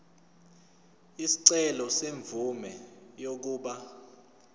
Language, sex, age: Zulu, male, 29